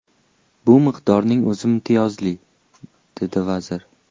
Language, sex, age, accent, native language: Uzbek, male, 18-24, Toshkent shahri, Uzbek